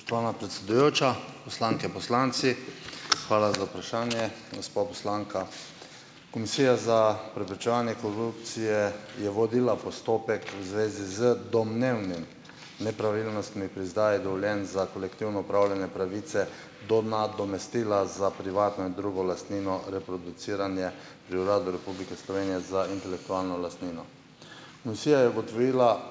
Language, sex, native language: Slovenian, male, Slovenian